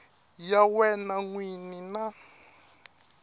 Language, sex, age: Tsonga, male, 21